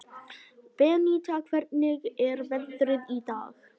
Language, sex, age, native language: Icelandic, male, 11, Icelandic